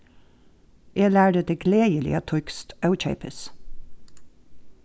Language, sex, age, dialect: Faroese, female, 36-60, Norðuroyggjar